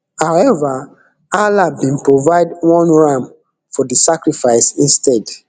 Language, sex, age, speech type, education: Nigerian Pidgin, male, 15-29, spontaneous, tertiary